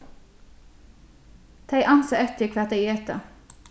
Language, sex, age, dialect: Faroese, female, 36-60, Norðurstreymoy/Eysturoy